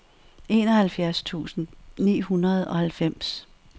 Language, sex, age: Danish, female, 64